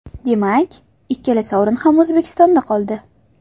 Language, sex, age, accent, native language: Uzbek, female, 18-24, Farg'ona, Uzbek